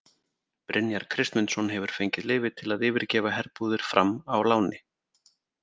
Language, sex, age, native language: Icelandic, male, 40-49, Icelandic